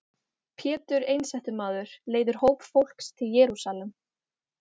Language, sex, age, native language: Icelandic, female, 18-19, Icelandic